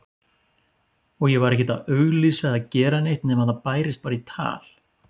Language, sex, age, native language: Icelandic, male, 40-49, Icelandic